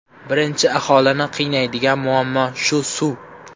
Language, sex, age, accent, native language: Uzbek, male, 18-24, Xorazm, Uzbek